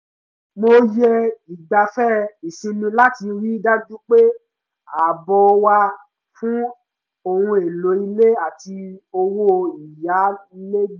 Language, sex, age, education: Yoruba, male, 15-29, tertiary